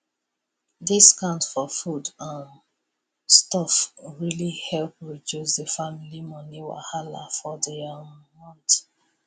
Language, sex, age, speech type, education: Nigerian Pidgin, female, 30-45, spontaneous, tertiary